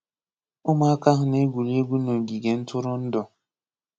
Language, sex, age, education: Igbo, male, 15-29, tertiary